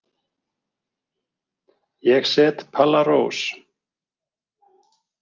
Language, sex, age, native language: Icelandic, male, 40-49, Icelandic